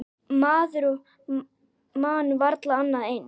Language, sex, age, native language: Icelandic, male, 10, Icelandic